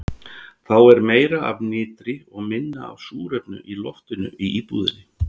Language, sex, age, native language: Icelandic, male, 60-69, Icelandic